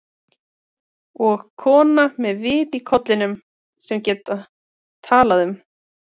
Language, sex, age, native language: Icelandic, female, 30-39, Icelandic